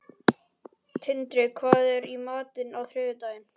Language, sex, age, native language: Icelandic, male, 11, Icelandic